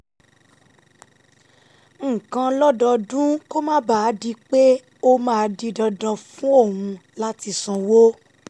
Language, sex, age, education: Yoruba, female, 15-29, tertiary